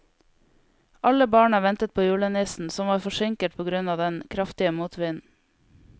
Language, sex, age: Norwegian, female, 22